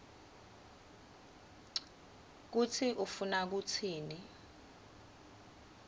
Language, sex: Swati, female